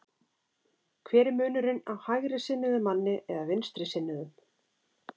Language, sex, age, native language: Icelandic, female, 30-39, Icelandic